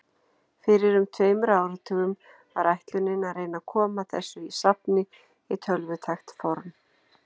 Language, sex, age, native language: Icelandic, female, 40-49, Icelandic